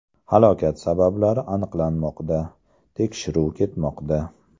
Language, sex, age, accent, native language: Uzbek, male, 35+, Andijon, Uzbek